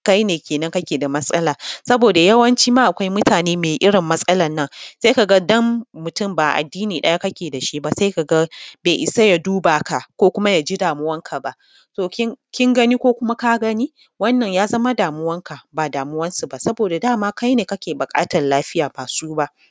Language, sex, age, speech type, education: Hausa, female, 15-29, spontaneous, tertiary